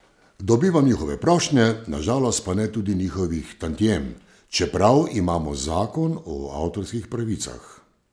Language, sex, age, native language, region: Slovenian, male, 50-59, Slovenian, Savinja region